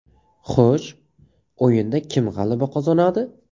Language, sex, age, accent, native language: Uzbek, male, 18-24, Toshkent viloyati, Uzbek